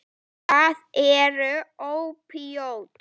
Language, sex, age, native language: Icelandic, female, 9, Icelandic